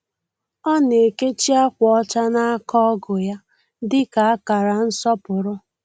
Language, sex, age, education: Igbo, female, 15-29, tertiary